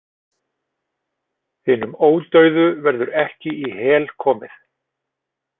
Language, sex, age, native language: Icelandic, male, 40-49, Icelandic